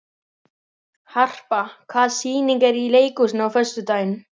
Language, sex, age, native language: Icelandic, male, 11, Icelandic